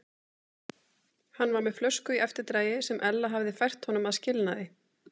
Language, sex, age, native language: Icelandic, female, 30-39, Icelandic